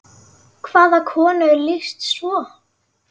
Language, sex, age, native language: Icelandic, female, 9, Icelandic